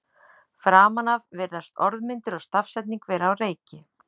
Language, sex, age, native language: Icelandic, female, 30-39, Icelandic